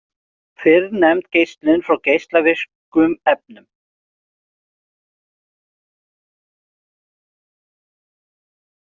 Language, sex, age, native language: Icelandic, male, 40-49, Icelandic